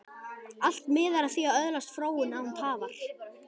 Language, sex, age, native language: Icelandic, male, 11, Icelandic